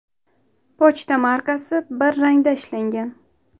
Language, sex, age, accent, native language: Uzbek, female, 18-24, Toshkent shahri, Uzbek